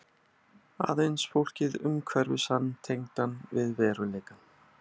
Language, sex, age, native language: Icelandic, male, 30-39, Icelandic